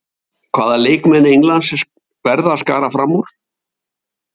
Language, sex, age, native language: Icelandic, male, 70-79, Icelandic